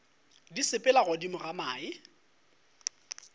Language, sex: Northern Sotho, male